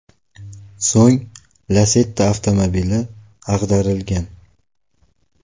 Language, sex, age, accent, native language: Uzbek, male, 18-24, Navoiy, Uzbek